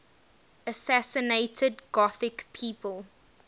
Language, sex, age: English, female, 19